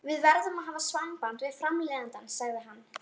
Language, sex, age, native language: Icelandic, female, 11, Icelandic